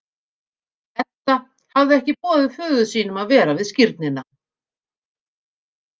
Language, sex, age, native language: Icelandic, female, 50-59, Icelandic